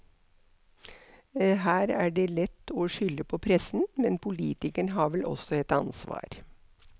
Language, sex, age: Norwegian, female, 63